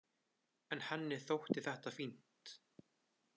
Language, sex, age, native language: Icelandic, male, 20-29, Icelandic